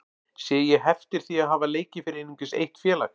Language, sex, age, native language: Icelandic, male, 40-49, Icelandic